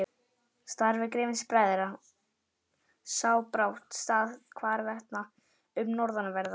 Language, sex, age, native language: Icelandic, male, 11, Icelandic